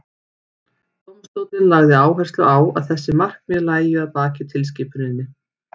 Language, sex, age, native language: Icelandic, female, 50-59, Icelandic